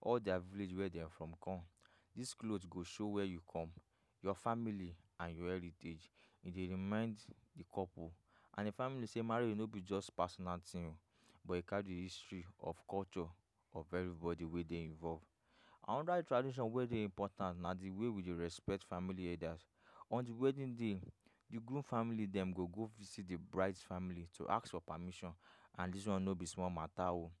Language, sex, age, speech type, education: Nigerian Pidgin, male, 15-29, spontaneous, tertiary